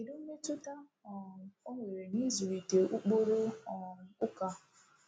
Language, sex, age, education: Igbo, female, 15-29, tertiary